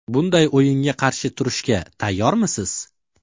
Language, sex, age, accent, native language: Uzbek, male, 25-34, Farg'ona, Uzbek